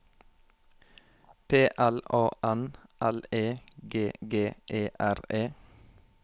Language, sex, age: Norwegian, male, 21